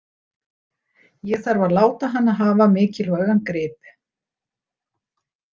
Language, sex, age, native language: Icelandic, female, 60-69, Icelandic